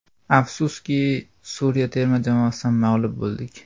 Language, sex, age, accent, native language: Uzbek, male, 18-24, Farg'ona, Uzbek